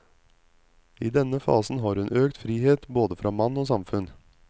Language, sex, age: Norwegian, male, 35